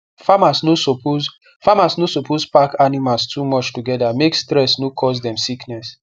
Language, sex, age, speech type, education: Nigerian Pidgin, male, 15-29, spontaneous, tertiary